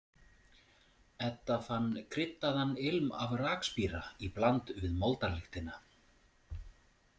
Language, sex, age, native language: Icelandic, male, 40-49, Icelandic